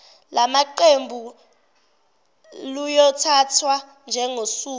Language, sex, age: Zulu, female, 17